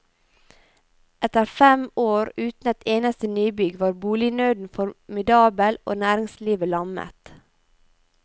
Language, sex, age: Norwegian, female, 28